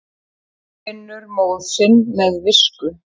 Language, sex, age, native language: Icelandic, female, 40-49, Icelandic